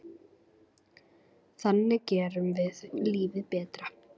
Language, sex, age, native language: Icelandic, female, 9, Icelandic